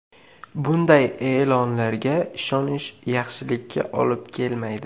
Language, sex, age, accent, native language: Uzbek, male, 18-24, Qashqadaryo, Uzbek